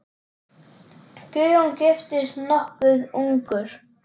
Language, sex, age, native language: Icelandic, male, 10, Icelandic